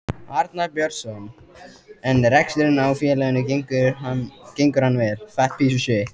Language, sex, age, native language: Icelandic, male, 14, Icelandic